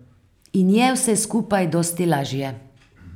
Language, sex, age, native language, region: Slovenian, female, 50-59, Slovenian, Carinthia region